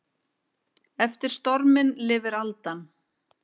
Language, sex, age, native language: Icelandic, female, 50-59, Icelandic